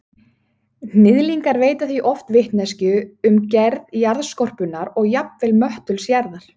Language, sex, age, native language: Icelandic, female, 30-39, Icelandic